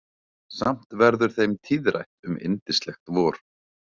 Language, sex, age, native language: Icelandic, male, 30-39, Icelandic